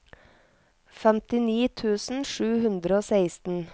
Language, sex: Norwegian, female